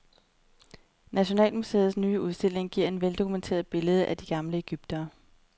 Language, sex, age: Danish, female, 30